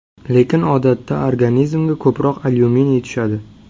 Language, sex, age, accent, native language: Uzbek, male, 18-24, Sirdaryo, Uzbek